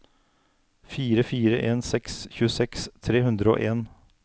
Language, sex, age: Norwegian, male, 49